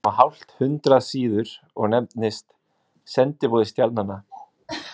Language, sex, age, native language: Icelandic, male, 20-29, Icelandic